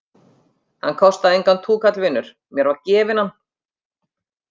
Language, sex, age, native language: Icelandic, female, 50-59, Icelandic